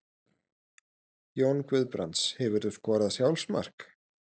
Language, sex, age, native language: Icelandic, male, 30-39, Icelandic